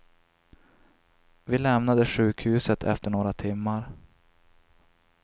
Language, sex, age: Swedish, male, 26